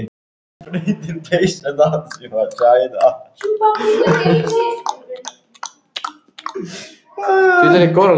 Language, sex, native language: Icelandic, other, Icelandic